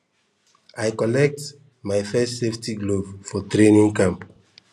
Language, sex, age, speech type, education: Nigerian Pidgin, male, 15-29, spontaneous, tertiary